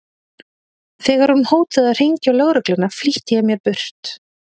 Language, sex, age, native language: Icelandic, female, 30-39, Icelandic